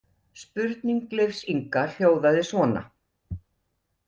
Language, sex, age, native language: Icelandic, female, 60-69, Icelandic